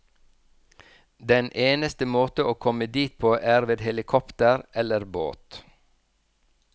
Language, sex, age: Norwegian, male, 46